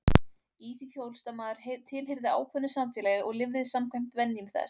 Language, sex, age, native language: Icelandic, female, 18-19, Icelandic